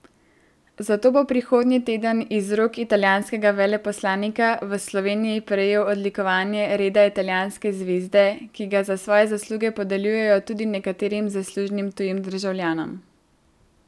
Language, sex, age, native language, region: Slovenian, female, 18-29, Slovenian, Central Slovenia